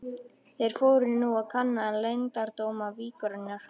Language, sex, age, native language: Icelandic, female, 13, Icelandic